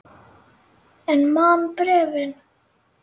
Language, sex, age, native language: Icelandic, female, 9, Icelandic